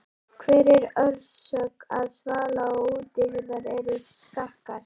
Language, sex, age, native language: Icelandic, female, 11, Icelandic